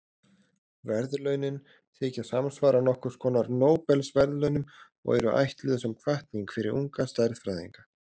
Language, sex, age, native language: Icelandic, male, 30-39, Icelandic